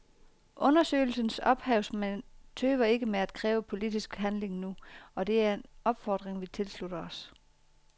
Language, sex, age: Danish, female, 40